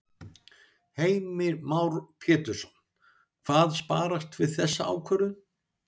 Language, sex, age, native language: Icelandic, male, 60-69, Icelandic